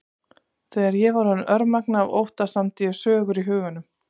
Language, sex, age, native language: Icelandic, female, 30-39, Icelandic